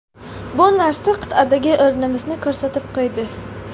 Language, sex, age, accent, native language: Uzbek, female, under 19, Samarqand, Tajik